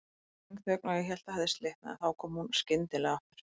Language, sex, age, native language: Icelandic, female, 20-29, Icelandic